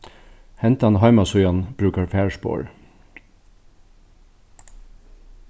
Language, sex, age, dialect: Faroese, male, 61+, Norðuroyggjar